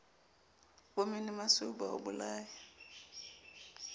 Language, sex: Southern Sotho, female